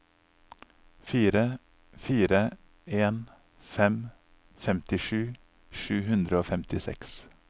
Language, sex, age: Norwegian, male, 39